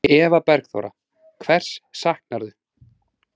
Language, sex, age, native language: Icelandic, male, 30-39, Icelandic